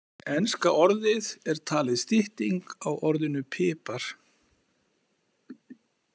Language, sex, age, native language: Icelandic, male, 40-49, Icelandic